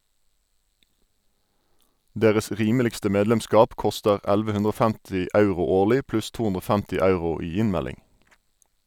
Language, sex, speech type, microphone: Norwegian, male, read, Sennheiser